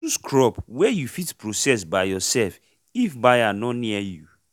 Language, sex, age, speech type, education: Nigerian Pidgin, male, 15-29, spontaneous, tertiary